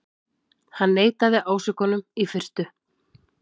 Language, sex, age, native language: Icelandic, female, 30-39, Icelandic